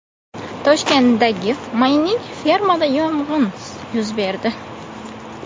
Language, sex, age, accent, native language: Uzbek, female, 18-24, Buxoro, Uzbek